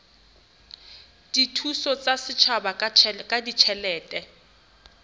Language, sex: Southern Sotho, female